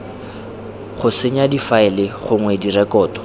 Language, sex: Tswana, male